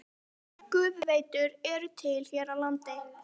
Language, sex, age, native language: Icelandic, female, 13, Icelandic